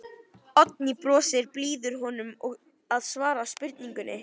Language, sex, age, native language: Icelandic, female, 11, Icelandic